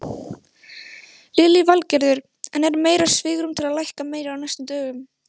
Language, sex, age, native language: Icelandic, female, 16, Icelandic